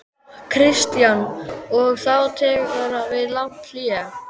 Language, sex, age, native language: Icelandic, male, 12, Icelandic